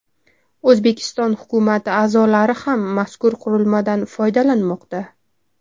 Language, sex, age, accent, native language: Uzbek, female, 25-34, Toshkent shahri, Uzbek